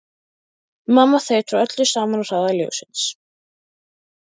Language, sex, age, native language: Icelandic, female, 12, Icelandic